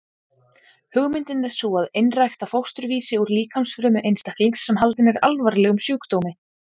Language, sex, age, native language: Icelandic, female, 20-29, Icelandic